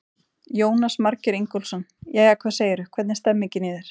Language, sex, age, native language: Icelandic, female, 30-39, Icelandic